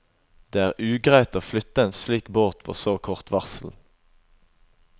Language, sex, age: Norwegian, male, 21